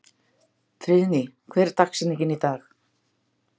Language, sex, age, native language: Icelandic, female, 60-69, Icelandic